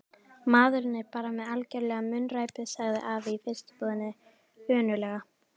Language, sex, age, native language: Icelandic, female, 18-19, Icelandic